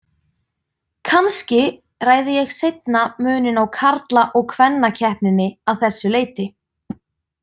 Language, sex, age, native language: Icelandic, female, 20-29, Icelandic